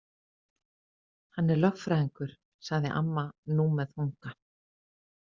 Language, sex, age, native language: Icelandic, female, 50-59, Icelandic